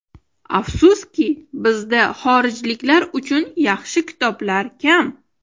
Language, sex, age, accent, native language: Uzbek, female, 25-34, Toshkent shahri, Uzbek